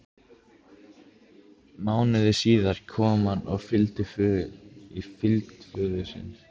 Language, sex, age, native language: Icelandic, male, 15, Icelandic